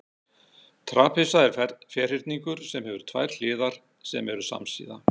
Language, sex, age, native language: Icelandic, male, 60-69, Icelandic